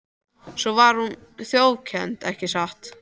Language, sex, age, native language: Icelandic, other, 13, Icelandic